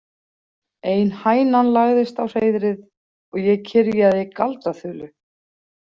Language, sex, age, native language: Icelandic, female, 40-49, Icelandic